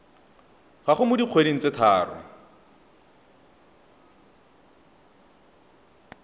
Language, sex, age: Tswana, male, 31